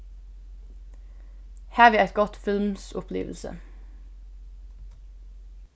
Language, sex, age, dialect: Faroese, female, 15-35, Suðurstreymoy